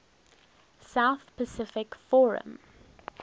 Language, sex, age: English, female, 19